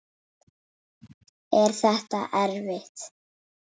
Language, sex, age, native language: Icelandic, female, 8, Icelandic